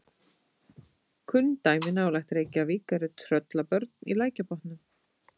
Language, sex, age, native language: Icelandic, female, 30-39, Icelandic